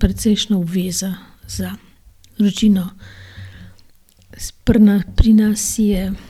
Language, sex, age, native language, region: Slovenian, female, 60+, Slovenian, Gorenjska region